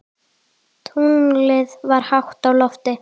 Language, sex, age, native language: Icelandic, female, 10, Icelandic